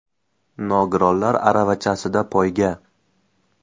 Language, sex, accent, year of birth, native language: Uzbek, male, Farg'ona, 2004, Uzbek